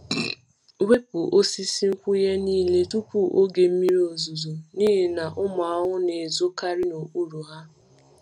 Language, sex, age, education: Igbo, female, 15-29, tertiary